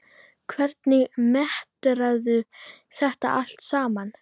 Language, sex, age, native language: Icelandic, female, 10, Icelandic